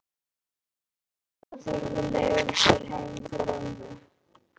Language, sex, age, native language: Icelandic, male, 11, Icelandic